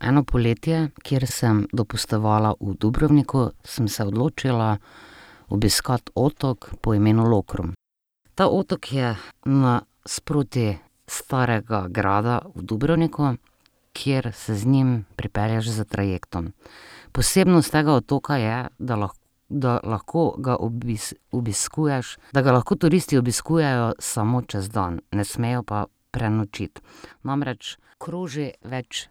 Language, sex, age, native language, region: Slovenian, female, 30-49, Slovenian, Drava region